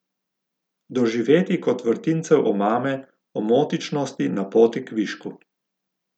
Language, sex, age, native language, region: Slovenian, male, 50-59, Slovenian, Gorica region